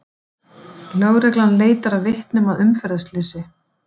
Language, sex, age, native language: Icelandic, female, 40-49, Icelandic